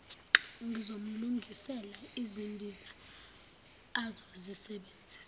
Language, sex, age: Zulu, female, 19